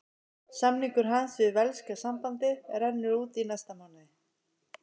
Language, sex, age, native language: Icelandic, male, 50-59, Icelandic